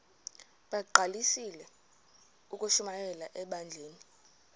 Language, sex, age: Xhosa, female, 23